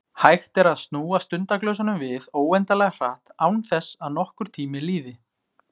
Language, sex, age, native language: Icelandic, male, 20-29, Icelandic